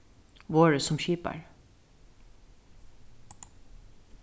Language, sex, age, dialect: Faroese, female, 36-60, Suðuroy